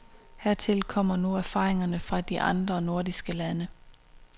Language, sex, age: Danish, female, 26